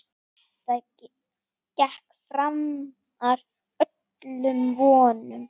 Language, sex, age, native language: Icelandic, female, 8, Icelandic